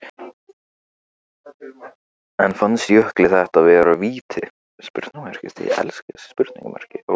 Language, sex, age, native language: Icelandic, male, 15, Icelandic